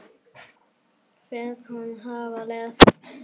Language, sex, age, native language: Icelandic, male, 10, Icelandic